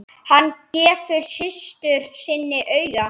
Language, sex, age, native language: Icelandic, female, 10, Icelandic